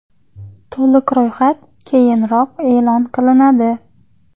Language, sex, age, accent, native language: Uzbek, female, 25-34, Xorazm, Uzbek